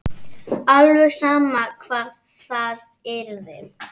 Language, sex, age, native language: Icelandic, female, 7, Icelandic